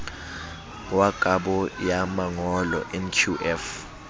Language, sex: Southern Sotho, male